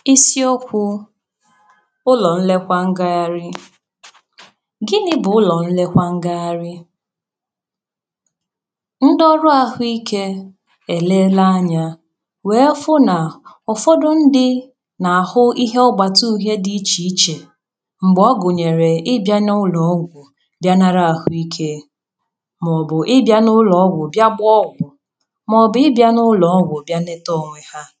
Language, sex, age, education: Igbo, female, 15-29, tertiary